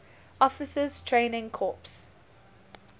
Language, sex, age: English, female, 20